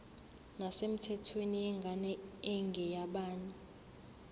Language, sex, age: Zulu, female, 24